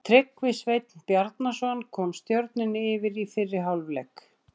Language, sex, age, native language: Icelandic, female, 60-69, Icelandic